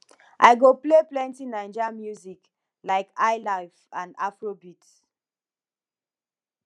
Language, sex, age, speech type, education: Nigerian Pidgin, female, 15-29, spontaneous, tertiary